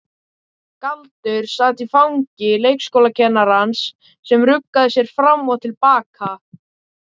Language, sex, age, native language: Icelandic, male, 18-19, Icelandic